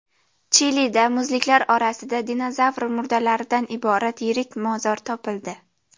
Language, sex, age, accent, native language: Uzbek, female, under 19, Jizzax, Uzbek